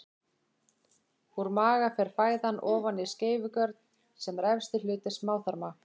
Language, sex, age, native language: Icelandic, female, 20-29, Icelandic